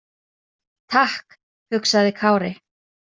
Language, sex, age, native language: Icelandic, female, 30-39, Icelandic